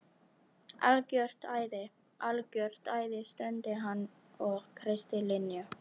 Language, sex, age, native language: Icelandic, female, 13, Icelandic